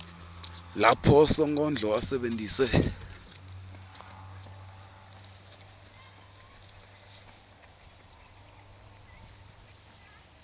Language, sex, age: Swati, male, 23